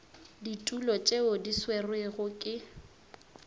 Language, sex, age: Northern Sotho, female, 19